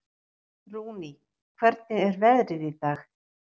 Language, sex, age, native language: Icelandic, female, 60-69, Icelandic